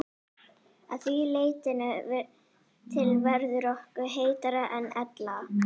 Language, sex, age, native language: Icelandic, female, 40-49, Icelandic